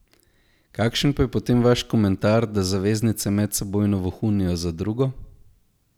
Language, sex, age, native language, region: Slovenian, male, 18-29, Slovenian, Zasavska region